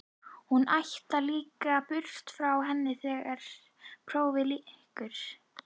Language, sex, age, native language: Icelandic, female, 11, Icelandic